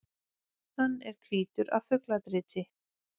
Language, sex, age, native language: Icelandic, female, 40-49, Icelandic